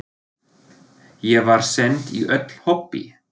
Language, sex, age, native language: Icelandic, male, 40-49, German